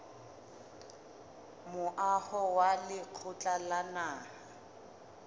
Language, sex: Southern Sotho, female